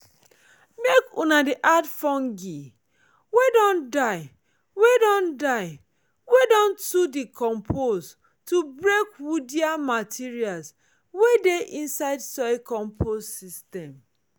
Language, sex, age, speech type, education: Nigerian Pidgin, female, 30-45, spontaneous, tertiary